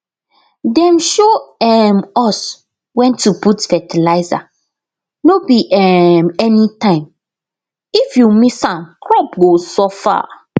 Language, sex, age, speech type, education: Nigerian Pidgin, female, 15-29, spontaneous, tertiary